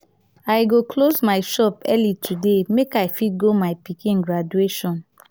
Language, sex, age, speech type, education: Nigerian Pidgin, female, 30-45, spontaneous, tertiary